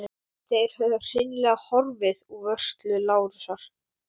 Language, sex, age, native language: Icelandic, male, 12, Icelandic